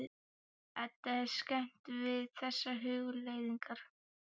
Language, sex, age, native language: Icelandic, male, 12, Icelandic